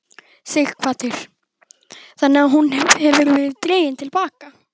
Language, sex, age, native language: Icelandic, female, 12, Icelandic